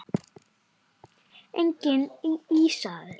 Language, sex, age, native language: Icelandic, male, 9, Icelandic